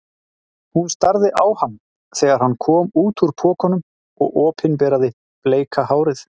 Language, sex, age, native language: Icelandic, male, 40-49, Icelandic